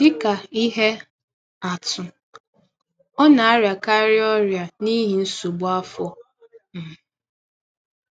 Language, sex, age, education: Igbo, female, 15-29, tertiary